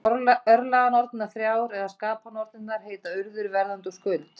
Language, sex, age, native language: Icelandic, female, 30-39, Icelandic